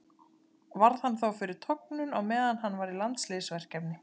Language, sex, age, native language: Icelandic, female, 30-39, Icelandic